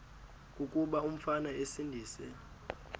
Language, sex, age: Xhosa, male, 19